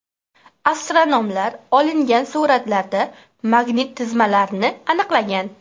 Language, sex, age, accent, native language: Uzbek, female, 18-24, Qashqadaryo, Uzbek